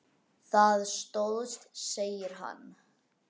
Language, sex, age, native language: Icelandic, other, 10, Icelandic